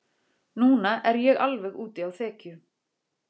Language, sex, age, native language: Icelandic, female, 40-49, Icelandic